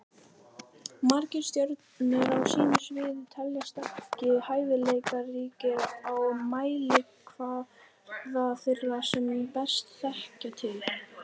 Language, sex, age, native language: Icelandic, female, 18-19, Icelandic